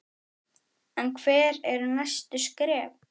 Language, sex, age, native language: Icelandic, male, 9, Icelandic